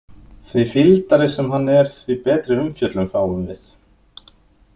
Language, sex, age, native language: Icelandic, male, 20-29, Icelandic